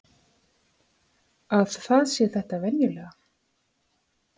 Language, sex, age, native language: Icelandic, female, 50-59, Icelandic